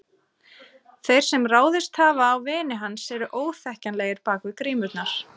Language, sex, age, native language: Icelandic, female, 30-39, Icelandic